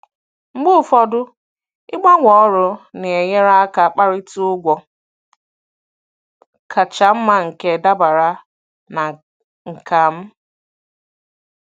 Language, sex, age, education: Igbo, female, 15-29, tertiary